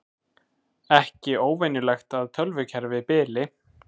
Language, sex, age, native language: Icelandic, male, 20-29, Icelandic